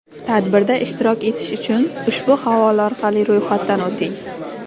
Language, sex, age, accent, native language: Uzbek, female, 19-29, Jizzax, Uzbek